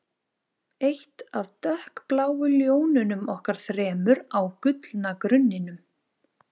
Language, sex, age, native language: Icelandic, female, 20-29, Icelandic